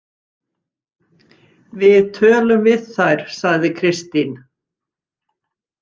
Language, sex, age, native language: Icelandic, female, 60-69, Icelandic